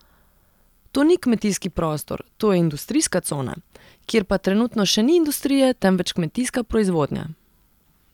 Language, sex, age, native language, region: Slovenian, female, 30-49, Serbian, Central Slovenia